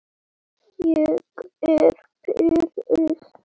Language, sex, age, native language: Icelandic, male, 8, Icelandic